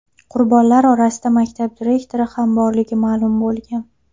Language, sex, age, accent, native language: Uzbek, female, 19-29, Farg'ona, Uzbek